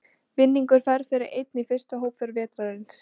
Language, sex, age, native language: Icelandic, female, 18-19, Icelandic